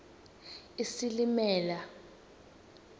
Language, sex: Xhosa, female